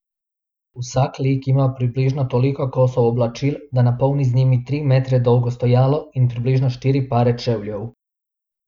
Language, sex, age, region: Slovenian, male, 18-29, Abroad